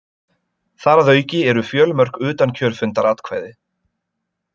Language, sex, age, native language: Icelandic, male, 20-29, Icelandic